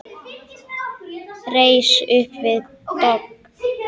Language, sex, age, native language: Icelandic, male, 10, Icelandic